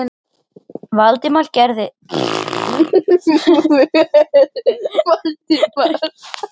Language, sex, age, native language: Icelandic, other, 13, Icelandic